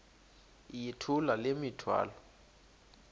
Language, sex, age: Xhosa, male, 21